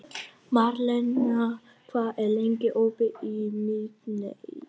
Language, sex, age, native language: Icelandic, male, 11, Vietnamese